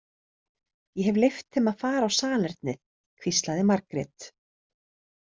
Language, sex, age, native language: Icelandic, female, 30-39, Icelandic